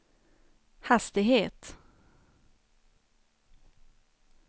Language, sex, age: Swedish, female, 29